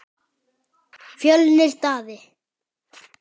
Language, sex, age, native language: Icelandic, male, 10, Icelandic